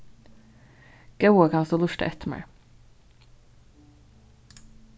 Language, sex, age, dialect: Faroese, female, 36-60, Vágar